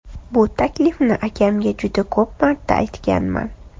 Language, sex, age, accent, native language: Uzbek, female, 25-34, Toshkent shahri, Uzbek